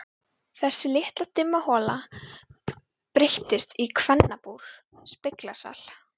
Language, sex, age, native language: Icelandic, female, 12, Icelandic